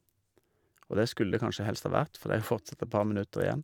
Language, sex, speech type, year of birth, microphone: Norwegian, male, spontaneous, 1973, Shure